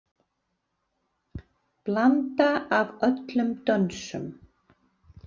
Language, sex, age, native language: Icelandic, female, 40-49, Icelandic